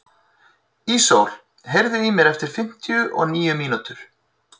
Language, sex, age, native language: Icelandic, male, 30-39, Icelandic